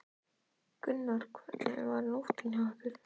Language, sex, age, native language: Icelandic, male, 11, Icelandic